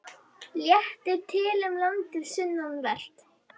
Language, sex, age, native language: Icelandic, female, 21, Icelandic